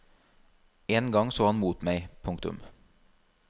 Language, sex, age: Norwegian, male, 32